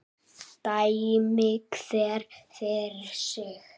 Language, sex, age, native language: Icelandic, male, 7, Icelandic